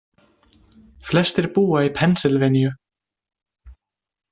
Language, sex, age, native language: Icelandic, male, 20-29, Icelandic